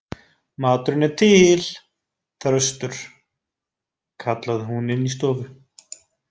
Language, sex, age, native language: Icelandic, male, 20-29, Icelandic